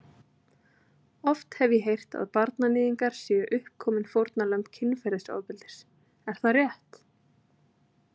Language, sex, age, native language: Icelandic, female, 30-39, Icelandic